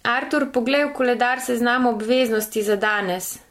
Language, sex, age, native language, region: Slovenian, female, 30-49, Slovenian, Gorenjska region